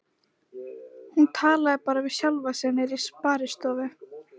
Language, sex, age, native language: Icelandic, female, 11, Icelandic